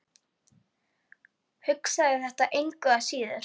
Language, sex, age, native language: Icelandic, female, 9, Icelandic